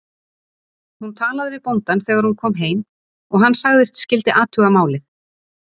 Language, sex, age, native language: Icelandic, female, 30-39, Icelandic